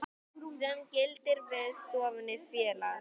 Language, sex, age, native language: Icelandic, male, 10, Icelandic